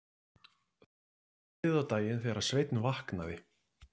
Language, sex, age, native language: Icelandic, male, 30-39, Icelandic